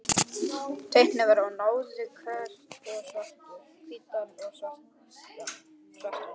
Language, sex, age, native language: Icelandic, male, 11, Icelandic